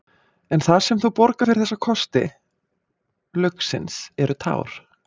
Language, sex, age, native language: Icelandic, female, 40-49, Icelandic